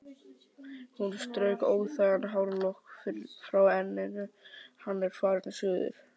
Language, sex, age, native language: Icelandic, male, 12, Icelandic